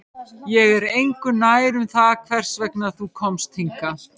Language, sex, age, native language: Icelandic, female, 50-59, Icelandic